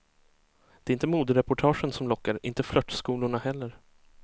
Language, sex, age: Swedish, male, 23